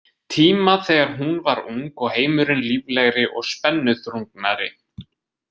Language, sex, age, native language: Icelandic, male, 20-29, Icelandic